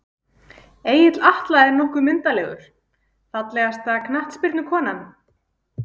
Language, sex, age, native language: Icelandic, female, 20-29, Icelandic